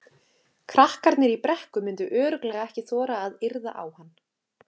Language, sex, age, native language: Icelandic, female, 30-39, Icelandic